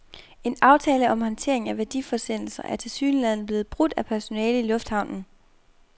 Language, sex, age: Danish, female, 24